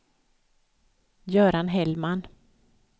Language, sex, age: Swedish, female, 55